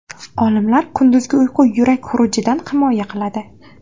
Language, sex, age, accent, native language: Uzbek, female, 18-24, Andijon, Uzbek